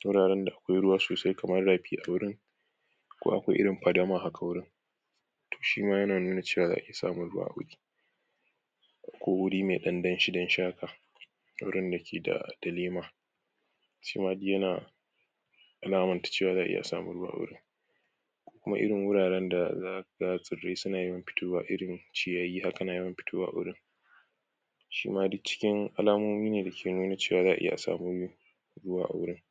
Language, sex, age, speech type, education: Hausa, male, 46-60, spontaneous, tertiary